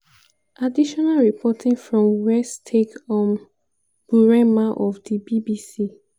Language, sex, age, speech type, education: Nigerian Pidgin, female, 15-29, spontaneous, tertiary